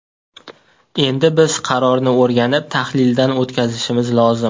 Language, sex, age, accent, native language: Uzbek, male, 18-24, Toshkent viloyati, Uzbek